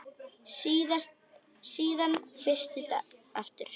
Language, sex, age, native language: Icelandic, female, 10, Icelandic